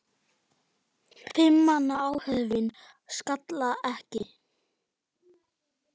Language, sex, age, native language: Icelandic, male, 9, Icelandic